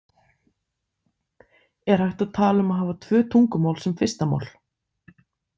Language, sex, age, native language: Icelandic, female, 30-39, Icelandic